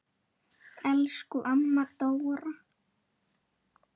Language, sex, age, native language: Icelandic, male, 8, Icelandic